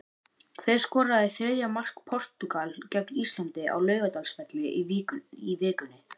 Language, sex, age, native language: Icelandic, male, 18-19, Icelandic